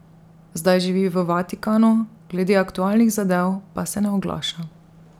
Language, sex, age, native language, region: Slovenian, female, 30-49, Slovenian, Drava region